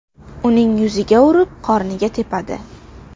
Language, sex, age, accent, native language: Uzbek, female, under 19, Qashqadaryo, Uzbek